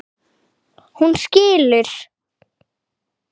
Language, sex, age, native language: Icelandic, female, 8, Icelandic